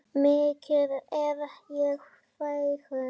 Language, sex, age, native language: Icelandic, male, 9, Icelandic